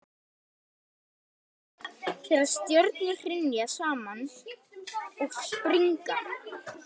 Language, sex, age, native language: Icelandic, male, 18-19, Icelandic